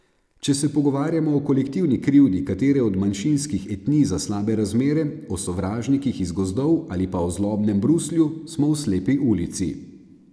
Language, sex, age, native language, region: Slovenian, male, 30-49, Slovenian, Savinja region